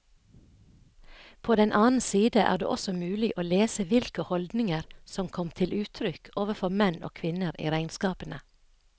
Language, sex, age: Norwegian, female, 57